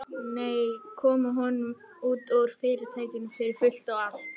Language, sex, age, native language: Icelandic, male, 11, Icelandic